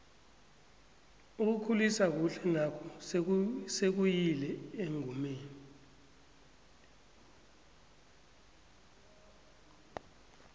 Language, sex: South Ndebele, male